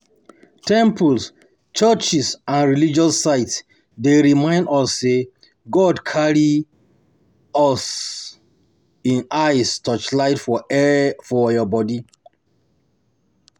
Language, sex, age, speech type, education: Nigerian Pidgin, male, 30-45, spontaneous, tertiary